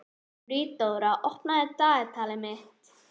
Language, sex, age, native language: Icelandic, female, 11, Icelandic